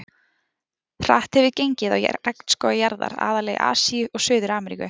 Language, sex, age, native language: Icelandic, female, 20-29, Icelandic